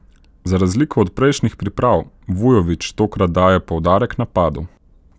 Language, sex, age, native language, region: Slovenian, male, 18-29, Slovenian, Central Slovenia